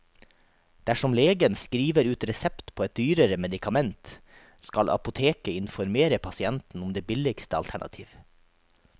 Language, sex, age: Norwegian, male, 43